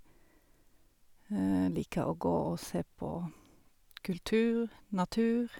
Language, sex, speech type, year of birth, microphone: Norwegian, female, spontaneous, 1972, Sennheiser